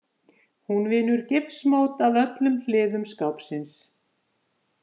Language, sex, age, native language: Icelandic, female, 50-59, Icelandic